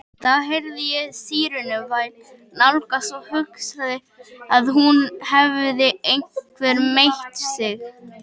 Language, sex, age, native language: Icelandic, male, 18-19, Icelandic